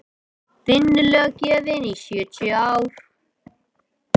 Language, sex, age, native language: Icelandic, male, 18-19, Icelandic